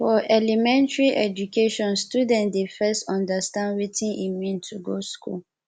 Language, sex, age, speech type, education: Nigerian Pidgin, female, 15-29, spontaneous, tertiary